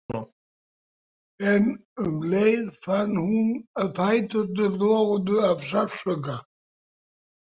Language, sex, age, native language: Icelandic, male, 80-89, Icelandic